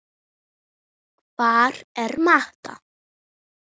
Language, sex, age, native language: Icelandic, female, 7, Icelandic